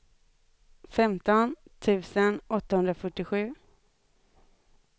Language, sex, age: Swedish, female, 25